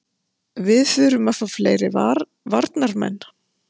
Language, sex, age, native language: Icelandic, female, 50-59, Icelandic